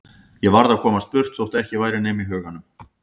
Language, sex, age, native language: Icelandic, male, 50-59, Icelandic